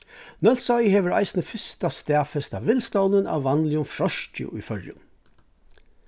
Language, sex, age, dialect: Faroese, male, 36-60, Suðurstreymoy